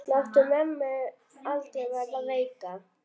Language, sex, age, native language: Icelandic, female, 9, Icelandic